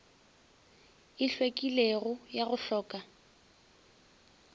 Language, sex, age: Northern Sotho, female, 20